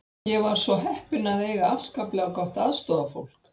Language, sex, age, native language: Icelandic, female, 60-69, Icelandic